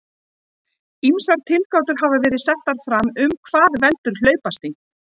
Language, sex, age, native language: Icelandic, female, 40-49, Icelandic